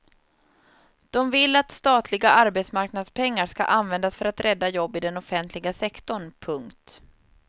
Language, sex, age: Swedish, female, 30